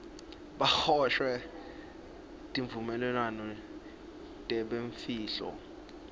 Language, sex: Swati, male